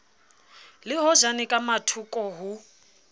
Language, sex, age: Southern Sotho, female, 29